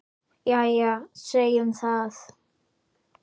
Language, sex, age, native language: Icelandic, male, 8, Icelandic